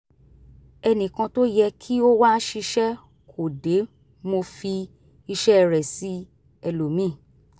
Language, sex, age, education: Yoruba, female, 30-45, tertiary